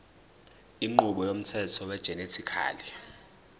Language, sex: Zulu, male